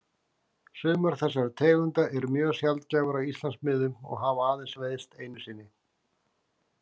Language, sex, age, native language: Icelandic, male, 40-49, Icelandic